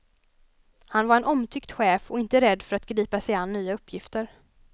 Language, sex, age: Swedish, female, 20